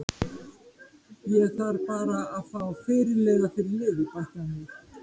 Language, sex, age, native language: Icelandic, female, 50-59, Icelandic